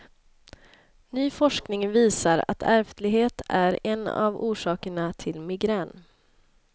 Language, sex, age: Swedish, female, 26